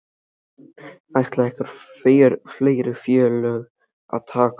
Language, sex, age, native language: Icelandic, male, 13, Icelandic